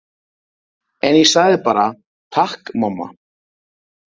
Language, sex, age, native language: Icelandic, male, 30-39, Icelandic